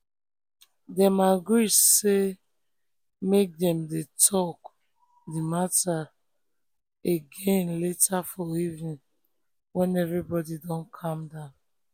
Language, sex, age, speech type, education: Nigerian Pidgin, female, 15-29, spontaneous, tertiary